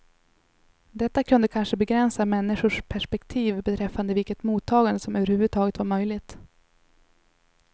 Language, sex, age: Swedish, female, 21